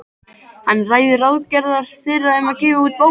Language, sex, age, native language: Icelandic, male, 13, Icelandic